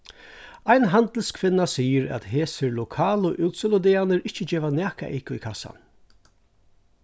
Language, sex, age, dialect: Faroese, male, 36-60, Suðurstreymoy